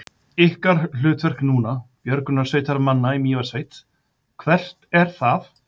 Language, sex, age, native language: Icelandic, male, 50-59, Icelandic